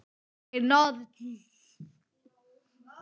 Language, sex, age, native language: Icelandic, female, 9, Icelandic